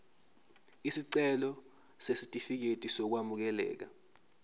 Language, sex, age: Zulu, male, 23